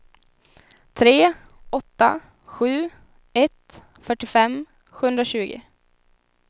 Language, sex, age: Swedish, female, 19